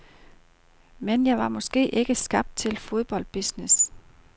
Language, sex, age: Danish, female, 38